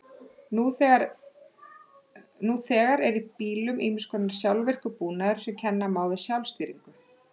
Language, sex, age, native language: Icelandic, female, 30-39, Icelandic